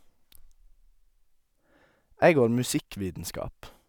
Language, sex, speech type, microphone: Norwegian, male, spontaneous, Sennheiser